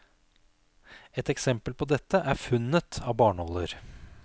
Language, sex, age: Norwegian, male, 46